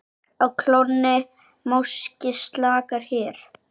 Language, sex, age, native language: Icelandic, male, 8, Icelandic